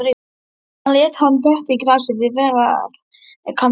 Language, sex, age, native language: Icelandic, male, 12, Icelandic